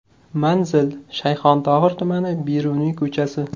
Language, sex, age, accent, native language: Uzbek, male, 18-24, Qashqadaryo, Uzbek